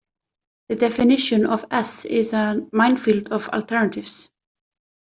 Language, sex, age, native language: Icelandic, female, 30-39, Icelandic